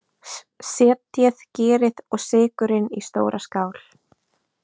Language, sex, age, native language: Icelandic, female, 20-29, Icelandic